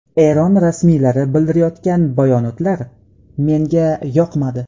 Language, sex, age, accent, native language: Uzbek, male, 18-24, Qashqadaryo, Uzbek